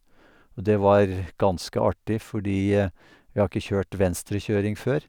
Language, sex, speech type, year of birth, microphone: Norwegian, male, spontaneous, 1952, Sennheiser